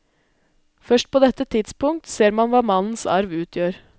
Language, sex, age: Norwegian, female, 20